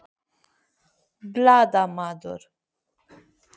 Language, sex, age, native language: Icelandic, female, 30-39, Icelandic